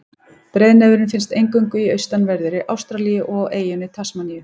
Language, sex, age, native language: Icelandic, female, 20-29, Icelandic